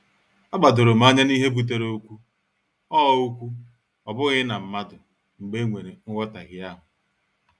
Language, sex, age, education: Igbo, male, 46-60, tertiary